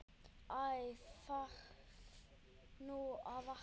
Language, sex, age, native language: Icelandic, male, 10, Icelandic